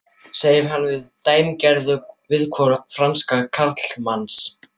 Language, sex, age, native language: Icelandic, male, 12, German